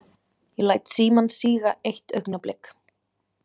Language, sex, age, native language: Icelandic, female, 20-29, Icelandic